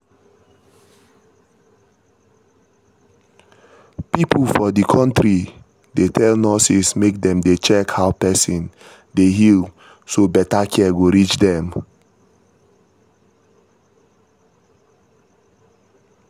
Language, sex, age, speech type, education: Nigerian Pidgin, male, 30-45, spontaneous, tertiary